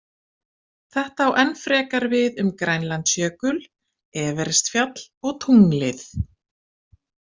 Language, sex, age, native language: Icelandic, female, 50-59, Icelandic